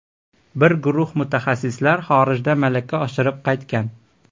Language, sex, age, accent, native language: Uzbek, male, 18-24, Farg'ona, Uzbek